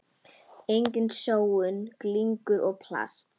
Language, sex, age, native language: Icelandic, female, 10, Icelandic